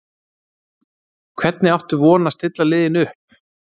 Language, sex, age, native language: Icelandic, male, 30-39, Icelandic